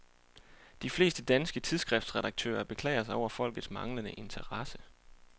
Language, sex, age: Danish, male, 28